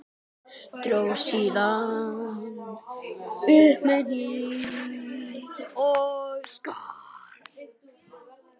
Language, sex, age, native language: Icelandic, male, 12, Icelandic